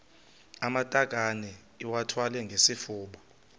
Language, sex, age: Xhosa, male, 22